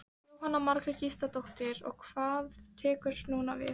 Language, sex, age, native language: Icelandic, female, 13, Icelandic